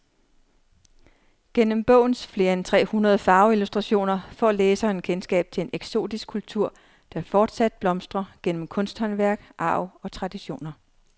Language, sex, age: Danish, female, 39